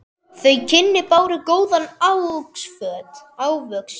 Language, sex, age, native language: Icelandic, male, 10, Icelandic